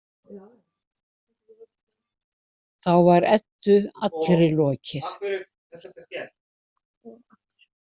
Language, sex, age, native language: Icelandic, female, 70-79, Icelandic